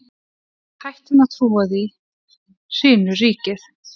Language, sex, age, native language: Icelandic, female, 11, Icelandic